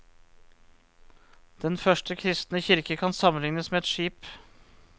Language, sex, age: Norwegian, male, 34